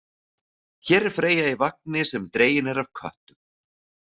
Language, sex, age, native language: Icelandic, male, 40-49, Icelandic